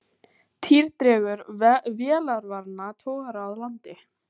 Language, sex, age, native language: Icelandic, female, 18-19, Icelandic